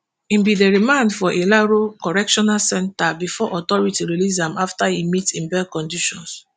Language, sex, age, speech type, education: Nigerian Pidgin, female, 15-29, spontaneous, tertiary